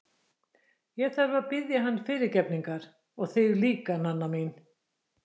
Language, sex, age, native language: Icelandic, female, 60-69, Icelandic